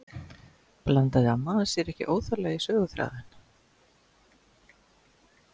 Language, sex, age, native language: Icelandic, female, 60-69, Icelandic